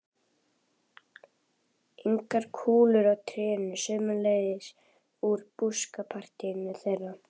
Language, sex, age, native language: Icelandic, female, 11, Icelandic